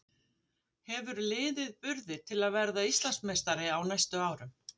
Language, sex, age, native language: Icelandic, female, 50-59, Icelandic